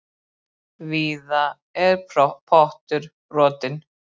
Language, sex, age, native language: Icelandic, female, 40-49, Icelandic